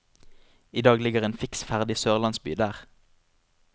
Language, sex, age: Norwegian, male, 25